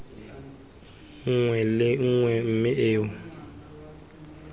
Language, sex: Tswana, male